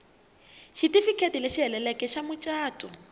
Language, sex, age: Tsonga, female, 21